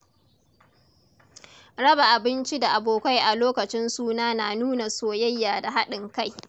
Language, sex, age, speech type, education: Hausa, female, 30-45, read, tertiary